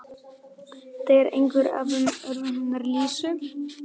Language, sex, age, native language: Icelandic, male, 11, Icelandic